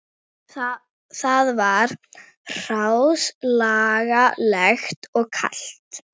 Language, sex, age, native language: Icelandic, female, 40-49, Icelandic